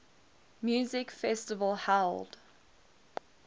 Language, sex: English, female